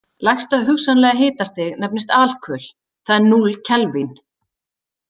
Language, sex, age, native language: Icelandic, female, 30-39, Icelandic